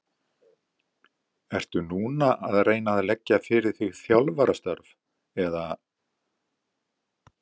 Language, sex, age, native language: Icelandic, male, 70-79, Icelandic